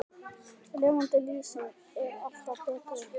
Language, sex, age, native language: Icelandic, male, 10, Icelandic